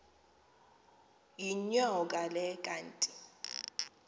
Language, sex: Xhosa, female